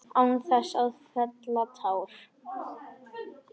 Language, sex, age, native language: Icelandic, male, 10, Icelandic